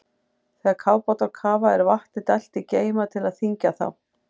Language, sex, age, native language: Icelandic, female, 40-49, Icelandic